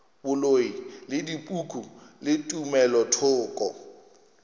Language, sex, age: Northern Sotho, male, 21